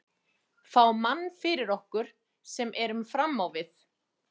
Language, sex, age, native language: Icelandic, female, 50-59, Icelandic